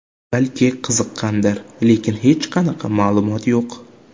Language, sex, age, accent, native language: Uzbek, male, 18-24, Jizzax, Uzbek